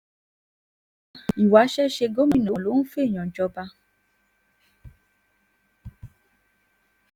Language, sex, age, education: Yoruba, female, 15-29, tertiary